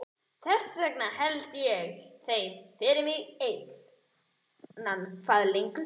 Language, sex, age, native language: Icelandic, male, 11, Icelandic